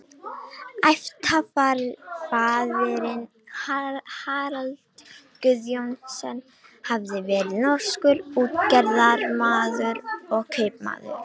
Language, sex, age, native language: Icelandic, female, 18-19, Romanian